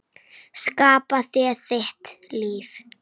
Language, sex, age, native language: Icelandic, female, 9, Icelandic